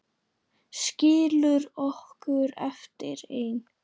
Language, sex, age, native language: Icelandic, male, 9, Icelandic